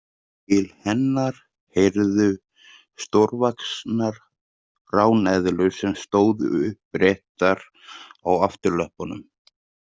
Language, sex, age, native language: Icelandic, male, 30-39, Icelandic